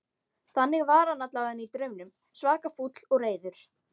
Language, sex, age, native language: Icelandic, female, 13, Icelandic